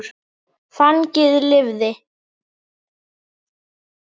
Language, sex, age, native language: Icelandic, male, 8, Icelandic